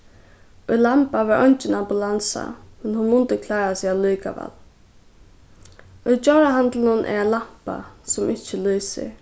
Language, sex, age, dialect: Faroese, female, 15-35, Suðurstreymoy